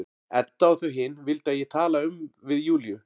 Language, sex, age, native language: Icelandic, male, 40-49, Icelandic